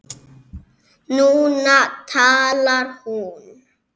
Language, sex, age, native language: Icelandic, male, 6, Icelandic